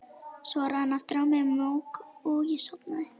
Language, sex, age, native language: Icelandic, female, 12, Icelandic